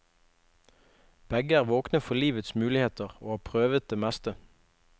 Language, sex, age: Norwegian, male, 21